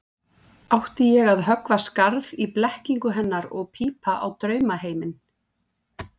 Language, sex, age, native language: Icelandic, female, 40-49, Icelandic